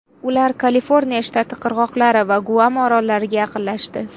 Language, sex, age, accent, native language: Uzbek, female, 18-24, Namangan, Uzbek